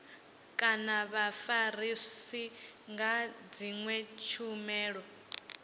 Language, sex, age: Venda, female, 18